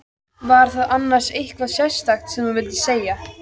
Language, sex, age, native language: Icelandic, female, 14, Icelandic